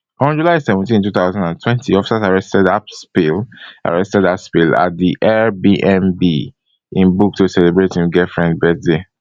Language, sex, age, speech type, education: Nigerian Pidgin, male, 15-29, spontaneous, tertiary